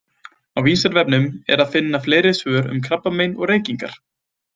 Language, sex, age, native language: Icelandic, male, 20-29, Icelandic